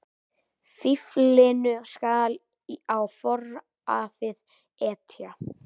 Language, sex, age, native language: Icelandic, male, 18-19, Icelandic